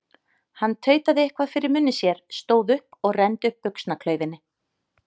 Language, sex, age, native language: Icelandic, female, 30-39, Icelandic